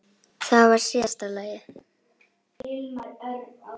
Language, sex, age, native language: Icelandic, female, 10, Icelandic